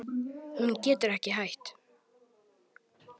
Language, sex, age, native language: Icelandic, male, 10, Icelandic